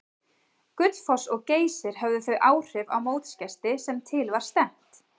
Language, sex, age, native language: Icelandic, female, 30-39, Icelandic